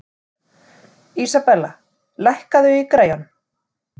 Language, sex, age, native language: Icelandic, female, 40-49, Icelandic